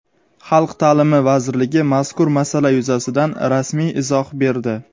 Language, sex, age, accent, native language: Uzbek, male, 19-29, Sirdaryo, Uzbek